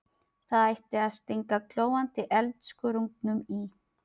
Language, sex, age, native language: Icelandic, female, 30-39, Filipino